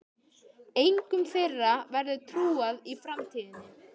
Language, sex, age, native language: Icelandic, male, 13, Icelandic